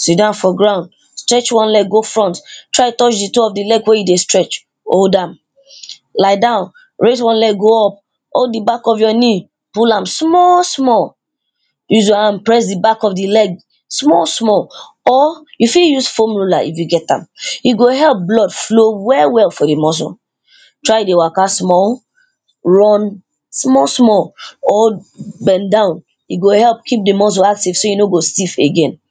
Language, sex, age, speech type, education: Nigerian Pidgin, female, 15-29, spontaneous, primary